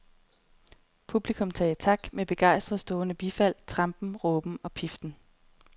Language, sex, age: Danish, female, 30